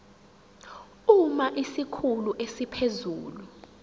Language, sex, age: Zulu, female, 17